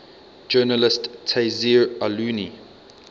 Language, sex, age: English, male, 22